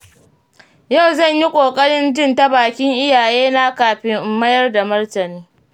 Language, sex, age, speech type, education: Hausa, female, 30-45, read, primary